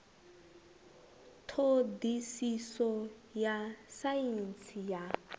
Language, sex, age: Venda, female, 21